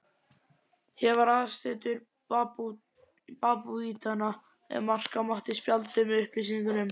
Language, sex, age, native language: Icelandic, male, 11, Icelandic